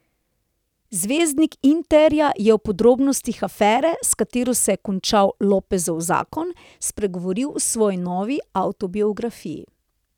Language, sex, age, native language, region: Slovenian, female, 30-49, Slovenian, Central Slovenia